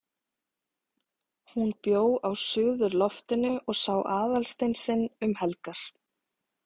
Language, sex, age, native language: Icelandic, female, 40-49, Icelandic